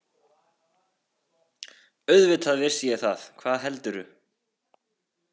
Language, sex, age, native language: Icelandic, male, 18-19, Icelandic